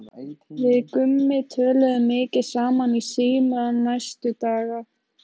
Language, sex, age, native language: Icelandic, female, 15, Icelandic